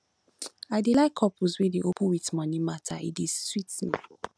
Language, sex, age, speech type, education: Nigerian Pidgin, female, 15-29, spontaneous, tertiary